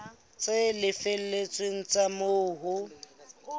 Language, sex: Southern Sotho, female